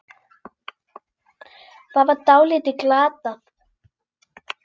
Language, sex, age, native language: Icelandic, female, 10, Icelandic